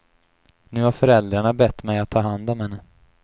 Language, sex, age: Swedish, male, 28